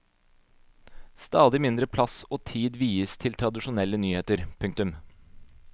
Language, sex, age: Norwegian, male, 26